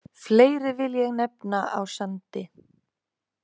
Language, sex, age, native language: Icelandic, female, 20-29, Icelandic